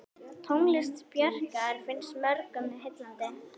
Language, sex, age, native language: Icelandic, female, 11, Icelandic